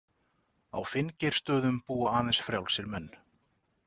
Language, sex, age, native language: Icelandic, male, 40-49, Icelandic